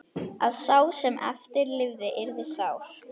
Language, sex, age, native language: Icelandic, female, 11, Icelandic